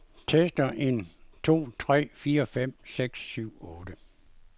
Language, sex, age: Danish, male, 52